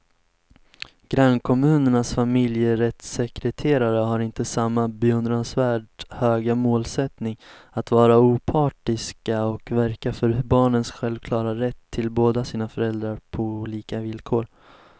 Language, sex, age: Swedish, male, 19